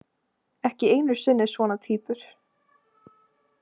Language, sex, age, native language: Icelandic, female, 18-19, Icelandic